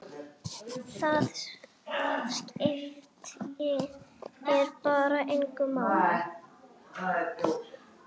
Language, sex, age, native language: Icelandic, female, 8, Icelandic